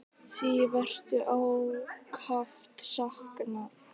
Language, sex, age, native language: Icelandic, female, 10, Icelandic